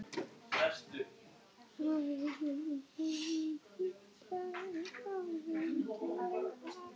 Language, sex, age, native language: Icelandic, other, 11, Icelandic